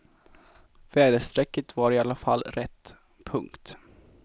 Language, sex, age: Swedish, male, 24